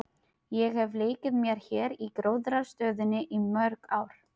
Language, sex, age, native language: Icelandic, female, 30-39, Filipino